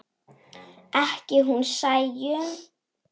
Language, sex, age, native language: Icelandic, female, 7, Icelandic